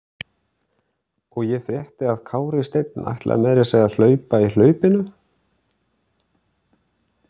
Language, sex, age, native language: Icelandic, male, 30-39, Icelandic